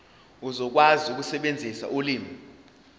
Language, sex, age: Zulu, male, 20